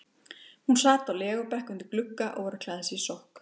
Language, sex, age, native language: Icelandic, female, 30-39, Icelandic